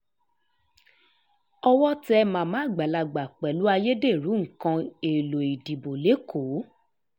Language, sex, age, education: Yoruba, female, 15-29, tertiary